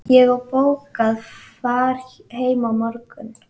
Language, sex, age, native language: Icelandic, female, 11, Icelandic